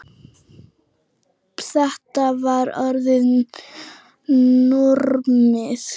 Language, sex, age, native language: Icelandic, female, 9, Icelandic